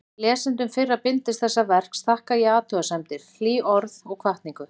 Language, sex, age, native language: Icelandic, female, 40-49, Icelandic